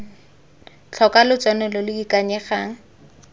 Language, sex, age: Tswana, female, 19